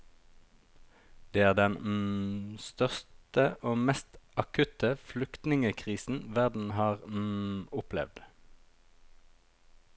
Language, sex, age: Norwegian, male, 36